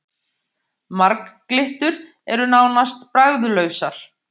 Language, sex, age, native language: Icelandic, female, 50-59, Icelandic